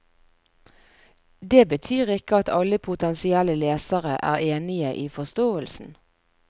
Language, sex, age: Norwegian, female, 41